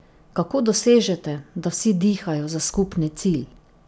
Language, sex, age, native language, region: Slovenian, female, 50-59, Slovenian, Drava region